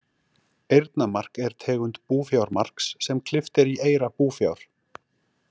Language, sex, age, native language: Icelandic, male, 40-49, Icelandic